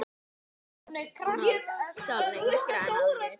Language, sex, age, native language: Icelandic, male, 9, Icelandic